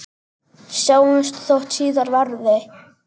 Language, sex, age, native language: Icelandic, male, 10, Icelandic